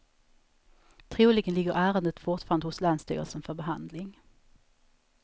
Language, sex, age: Swedish, female, 34